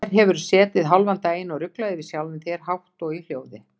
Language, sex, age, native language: Icelandic, female, 60-69, Icelandic